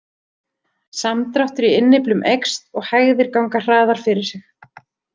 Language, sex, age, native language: Icelandic, female, 30-39, Icelandic